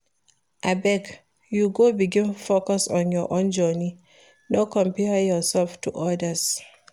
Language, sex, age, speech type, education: Nigerian Pidgin, female, 30-45, read, primary